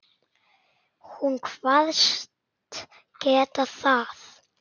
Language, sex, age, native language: Icelandic, male, 8, Icelandic